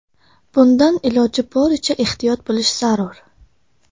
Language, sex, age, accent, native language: Uzbek, female, under 19, Samarqand, Tajik